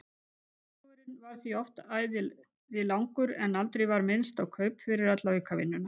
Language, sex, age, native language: Icelandic, female, 50-59, Icelandic